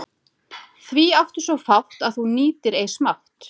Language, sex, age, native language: Icelandic, female, 30-39, Icelandic